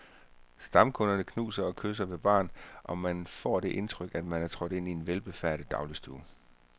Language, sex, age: Danish, male, 34